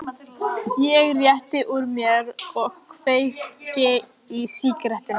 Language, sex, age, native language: Icelandic, female, 14, Icelandic